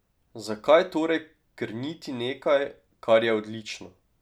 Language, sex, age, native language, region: Slovenian, male, 18-29, Slovenian, Drava region